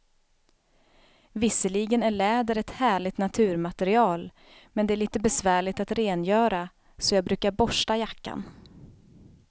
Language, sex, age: Swedish, female, 32